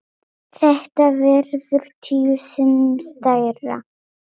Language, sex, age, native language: Icelandic, female, 8, Polish